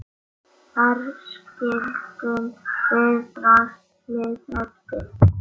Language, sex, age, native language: Icelandic, male, 8, Icelandic